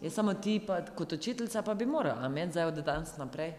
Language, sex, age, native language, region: Slovenian, female, 30-49, Slovenian, Drava region